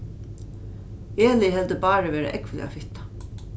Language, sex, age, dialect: Faroese, female, 36-60, Norðuroyggjar